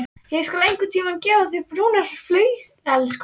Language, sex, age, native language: Icelandic, female, 13, Icelandic